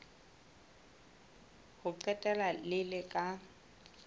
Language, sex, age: Southern Sotho, female, 22